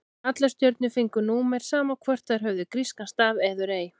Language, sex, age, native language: Icelandic, female, 16, Icelandic